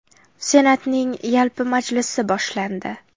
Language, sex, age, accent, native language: Uzbek, female, 18-24, Farg'ona, Uzbek